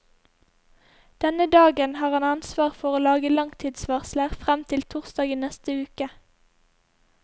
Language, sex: Norwegian, female